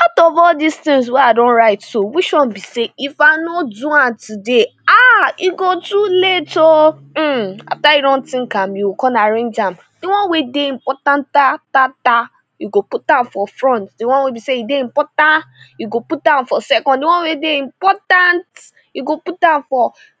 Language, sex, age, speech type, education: Nigerian Pidgin, female, 15-29, spontaneous, secondary